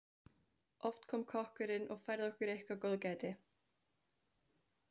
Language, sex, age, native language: Icelandic, female, 15, Icelandic